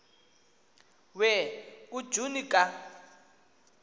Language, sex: Xhosa, female